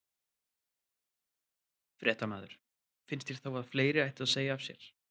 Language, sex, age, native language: Icelandic, male, 30-39, Icelandic